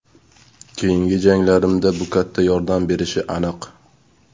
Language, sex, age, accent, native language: Uzbek, male, 18-24, Sirdaryo, Uzbek